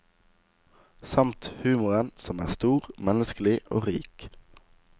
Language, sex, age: Norwegian, male, 19